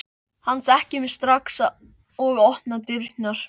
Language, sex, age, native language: Icelandic, male, 13, Icelandic